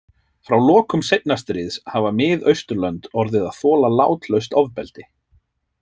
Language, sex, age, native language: Icelandic, male, 30-39, Icelandic